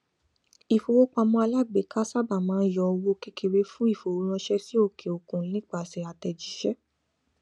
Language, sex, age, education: Yoruba, female, 15-29, tertiary